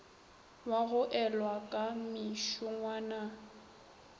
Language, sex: Northern Sotho, female